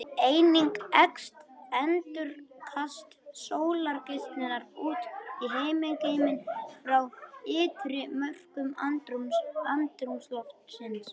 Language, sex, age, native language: Icelandic, male, 21, Icelandic